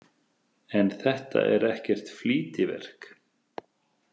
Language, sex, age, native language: Icelandic, male, 30-39, Icelandic